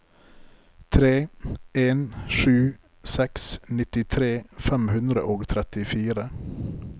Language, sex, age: Norwegian, male, 33